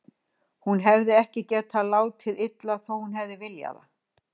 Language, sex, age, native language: Icelandic, female, 60-69, Icelandic